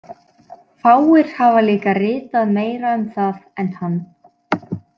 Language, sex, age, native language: Icelandic, female, 20-29, Icelandic